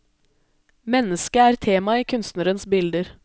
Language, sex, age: Norwegian, female, 20